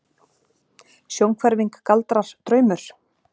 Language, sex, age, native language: Icelandic, female, 40-49, Icelandic